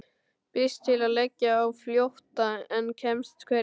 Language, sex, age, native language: Icelandic, male, 12, Icelandic